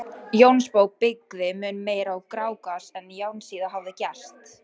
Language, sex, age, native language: Icelandic, female, 18-19, Icelandic